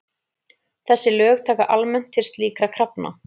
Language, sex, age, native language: Icelandic, female, 30-39, Icelandic